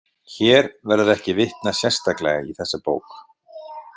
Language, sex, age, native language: Icelandic, male, 50-59, Icelandic